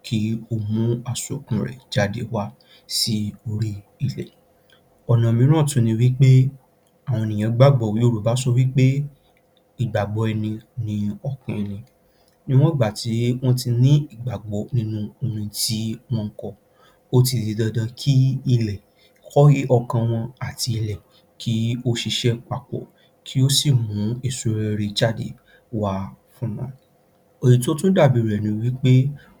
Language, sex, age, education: Yoruba, male, 46-60, tertiary